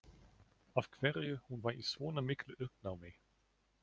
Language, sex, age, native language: Icelandic, male, 40-49, German